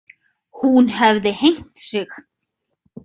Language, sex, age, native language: Icelandic, female, 30-39, Icelandic